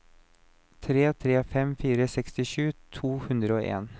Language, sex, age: Norwegian, male, 29